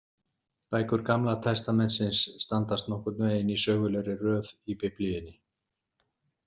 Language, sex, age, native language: Icelandic, male, 60-69, Icelandic